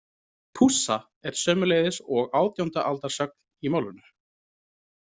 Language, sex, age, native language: Icelandic, male, 30-39, Icelandic